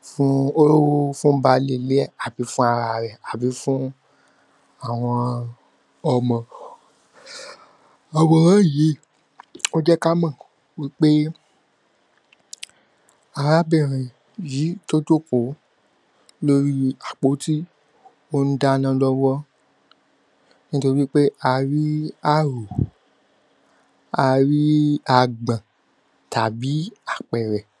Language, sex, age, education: Yoruba, male, 15-29, tertiary